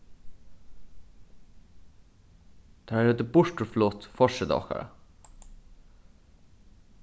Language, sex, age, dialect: Faroese, male, 15-35, Suðurstreymoy